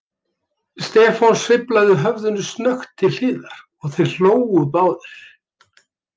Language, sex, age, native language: Icelandic, male, 70-79, Icelandic